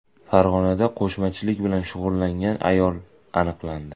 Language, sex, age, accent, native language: Uzbek, male, 18-24, Toshkent viloyati, Uzbek